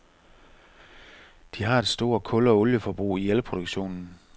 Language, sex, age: Danish, male, 45